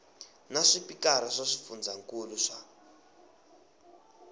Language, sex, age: Tsonga, male, 20